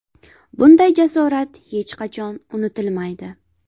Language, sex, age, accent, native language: Uzbek, female, 18-24, Farg'ona, Uzbek